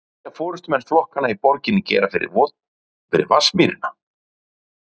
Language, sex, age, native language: Icelandic, male, 40-49, Icelandic